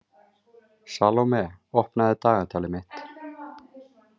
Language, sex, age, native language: Icelandic, male, 30-39, Icelandic